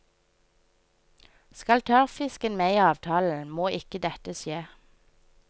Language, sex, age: Norwegian, female, 24